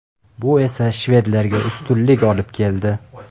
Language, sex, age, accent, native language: Uzbek, male, 18-24, Farg'ona, Uzbek